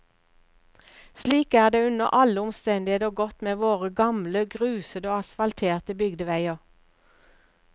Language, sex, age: Norwegian, female, 59